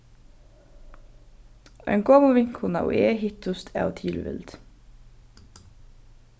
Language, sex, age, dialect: Faroese, female, 15-35, Norðurstreymoy/Eysturoy